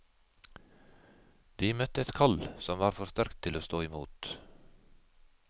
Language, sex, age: Norwegian, male, 51